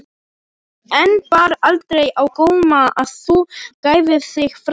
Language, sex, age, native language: Icelandic, other, 18-19, Polish